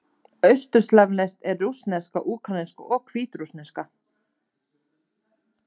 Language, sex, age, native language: Icelandic, female, 30-39, Icelandic